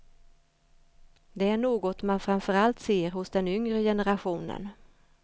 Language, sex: Swedish, female